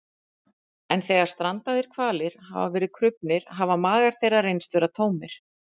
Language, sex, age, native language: Icelandic, female, 40-49, Icelandic